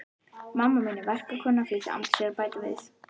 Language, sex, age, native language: Icelandic, female, 11, Icelandic